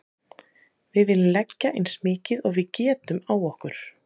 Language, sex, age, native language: Icelandic, female, 30-39, Icelandic